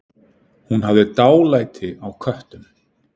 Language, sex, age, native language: Icelandic, male, 9, Icelandic